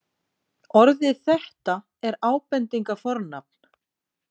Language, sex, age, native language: Icelandic, female, 40-49, Icelandic